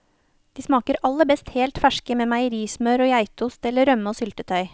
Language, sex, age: Norwegian, female, 29